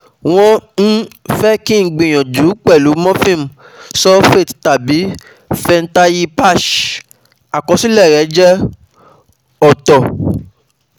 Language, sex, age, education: Yoruba, male, 15-29, tertiary